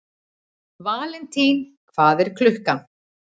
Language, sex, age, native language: Icelandic, female, 40-49, Icelandic